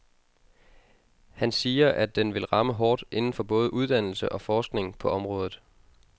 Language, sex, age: Danish, male, 22